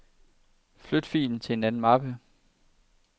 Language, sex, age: Danish, male, 23